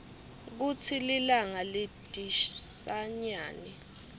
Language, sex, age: Swati, female, 21